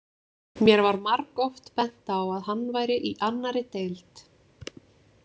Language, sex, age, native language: Icelandic, female, 20-29, Icelandic